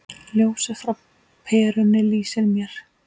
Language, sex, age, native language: Icelandic, female, 8, Icelandic